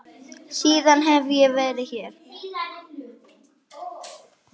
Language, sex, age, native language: Icelandic, female, 5, Icelandic